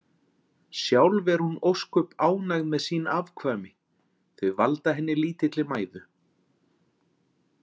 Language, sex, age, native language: Icelandic, male, 40-49, Icelandic